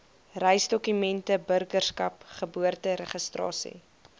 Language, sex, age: Afrikaans, female, 22